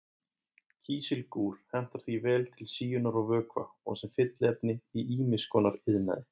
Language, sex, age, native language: Icelandic, male, 20-29, Icelandic